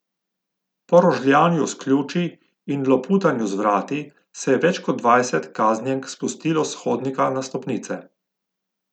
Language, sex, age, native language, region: Slovenian, male, 50-59, Slovenian, Gorica region